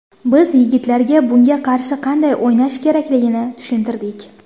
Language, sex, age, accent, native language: Uzbek, female, under 19, Surxondaryo, Uzbek